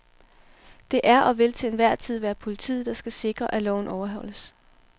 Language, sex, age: Danish, female, 18